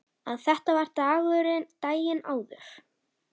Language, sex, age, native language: Icelandic, female, 10, Icelandic